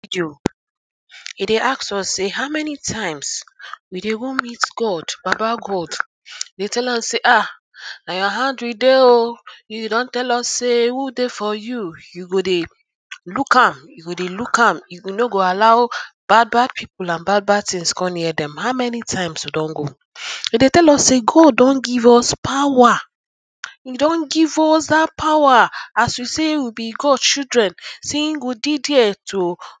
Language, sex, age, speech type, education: Nigerian Pidgin, female, 15-29, spontaneous, tertiary